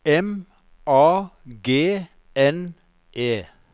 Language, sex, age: Norwegian, male, 54